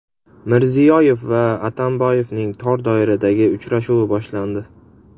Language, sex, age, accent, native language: Uzbek, male, 18-24, Andijon, Uzbek